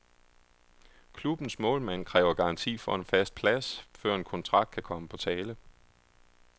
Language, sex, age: Danish, male, 31